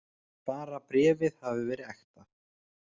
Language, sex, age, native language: Icelandic, male, 30-39, Icelandic